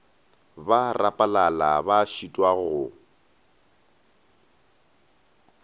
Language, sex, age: Northern Sotho, male, 19